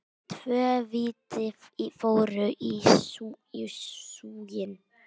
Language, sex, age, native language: Icelandic, female, 9, Icelandic